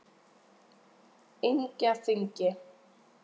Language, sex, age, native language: Icelandic, female, 20-29, Icelandic